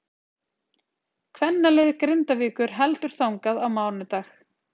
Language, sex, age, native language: Icelandic, female, 30-39, Icelandic